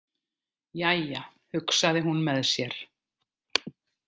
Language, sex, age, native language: Icelandic, female, 50-59, Icelandic